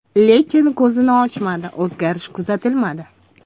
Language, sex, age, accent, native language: Uzbek, female, 25-34, Toshkent viloyati, Uzbek